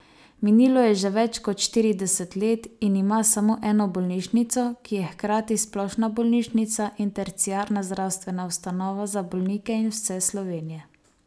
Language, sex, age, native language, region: Slovenian, female, 18-29, Slovenian, Savinja region